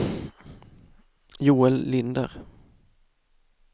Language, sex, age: Swedish, male, 24